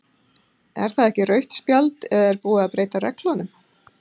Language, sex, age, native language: Icelandic, female, 50-59, Icelandic